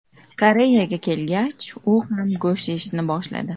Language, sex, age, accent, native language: Uzbek, female, 25-34, Namangan, Uzbek